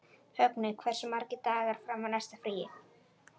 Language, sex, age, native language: Icelandic, male, 11, Icelandic